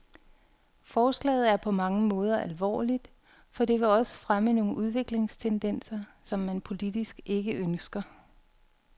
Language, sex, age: Danish, female, 42